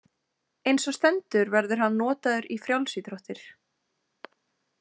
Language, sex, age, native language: Icelandic, female, 20-29, Icelandic